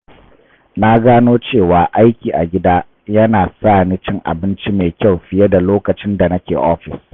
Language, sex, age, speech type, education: Hausa, male, 30-45, read, tertiary